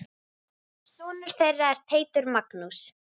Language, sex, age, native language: Icelandic, female, 9, Icelandic